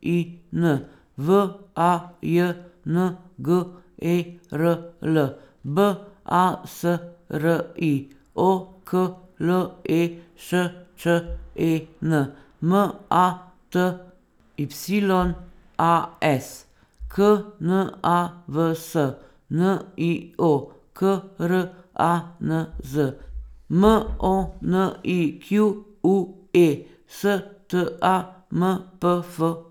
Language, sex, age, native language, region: Slovenian, female, 50-59, Slovenian, Savinja region